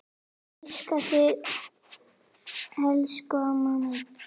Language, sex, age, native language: Icelandic, female, 8, Icelandic